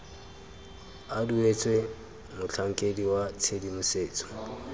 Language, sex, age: Tswana, male, 25